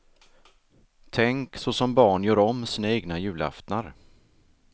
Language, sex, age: Swedish, male, 33